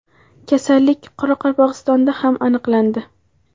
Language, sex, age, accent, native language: Uzbek, female, 18-24, Farg'ona, Uzbek